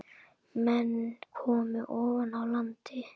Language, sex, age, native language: Icelandic, male, 10, Icelandic